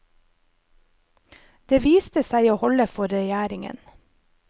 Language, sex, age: Norwegian, female, 25